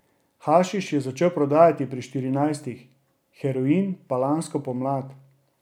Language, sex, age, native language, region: Slovenian, male, 30-49, Slovenian, Drava region